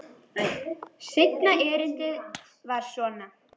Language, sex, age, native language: Icelandic, female, 10, Icelandic